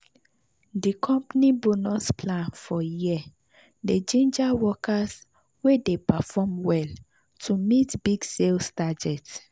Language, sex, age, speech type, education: Nigerian Pidgin, female, 30-45, spontaneous, tertiary